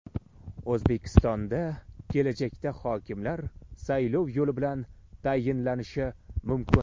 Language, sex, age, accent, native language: Uzbek, male, 18-24, Toshkent shahri, Uzbek